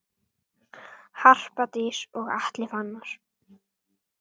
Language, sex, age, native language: Icelandic, female, 9, Icelandic